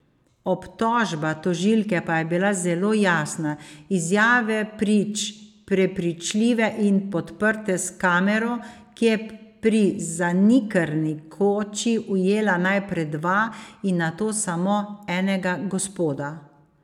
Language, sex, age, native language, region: Slovenian, female, 50-59, Slovenian, Savinja region